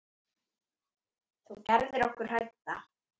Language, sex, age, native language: Icelandic, female, 8, Icelandic